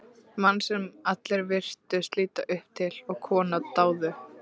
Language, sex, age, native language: Icelandic, female, 13, Icelandic